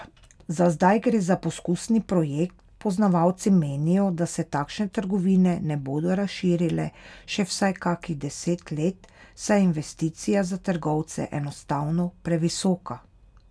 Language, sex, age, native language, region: Slovenian, female, 30-49, Slovenian, Pomurje region